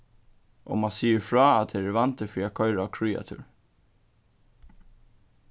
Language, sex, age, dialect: Faroese, male, 15-35, Suðurstreymoy